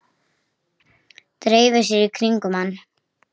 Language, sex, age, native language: Icelandic, female, 8, Icelandic